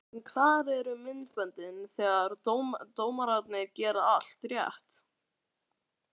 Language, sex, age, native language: Icelandic, male, 13, Icelandic